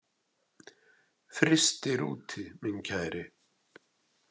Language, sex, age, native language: Icelandic, male, 60-69, Icelandic